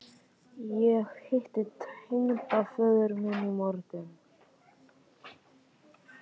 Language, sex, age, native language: Icelandic, male, 11, Icelandic